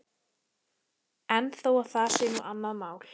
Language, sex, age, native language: Icelandic, female, 14, Icelandic